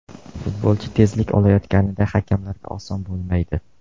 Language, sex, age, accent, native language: Uzbek, male, 18-24, Jizzax, Uzbek